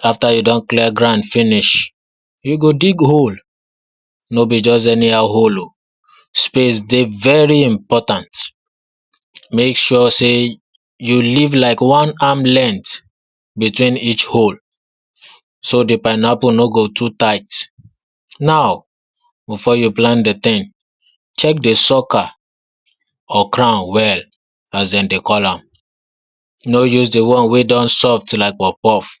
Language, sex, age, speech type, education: Nigerian Pidgin, male, 46-60, spontaneous, tertiary